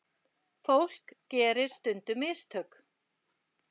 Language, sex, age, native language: Icelandic, female, 60-69, Icelandic